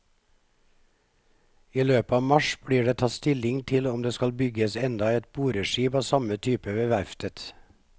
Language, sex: Norwegian, male